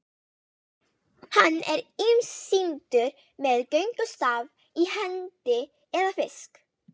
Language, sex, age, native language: Icelandic, female, 18-19, Icelandic